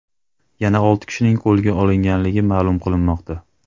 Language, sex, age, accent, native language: Uzbek, male, 25-34, Andijon, Uzbek